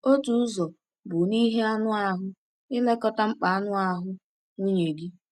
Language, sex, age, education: Igbo, female, 15-29, tertiary